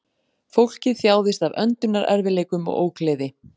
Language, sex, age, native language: Icelandic, female, 40-49, Icelandic